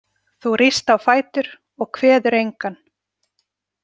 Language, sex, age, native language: Icelandic, female, 40-49, Icelandic